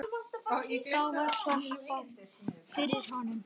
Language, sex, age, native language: Icelandic, female, 10, Icelandic